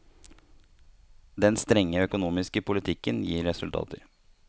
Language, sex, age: Norwegian, male, 30